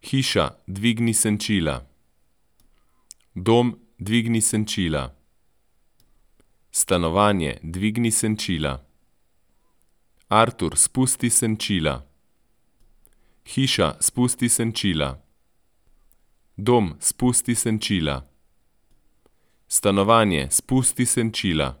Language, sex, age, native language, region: Slovenian, male, 30-49, Slovenian, Central Slovenia